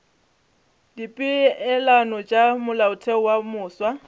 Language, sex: Northern Sotho, female